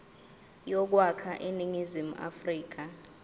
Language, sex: Zulu, female